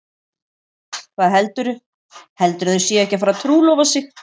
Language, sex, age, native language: Icelandic, female, 40-49, Icelandic